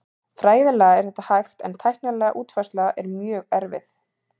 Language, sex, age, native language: Icelandic, female, 30-39, Icelandic